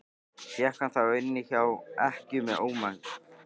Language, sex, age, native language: Icelandic, male, 13, Icelandic